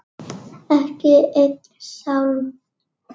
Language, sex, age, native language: Icelandic, female, 8, Icelandic